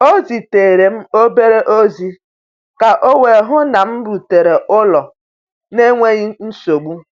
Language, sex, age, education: Igbo, female, 30-45, tertiary